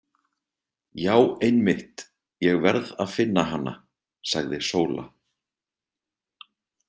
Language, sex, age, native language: Icelandic, male, 30-39, Icelandic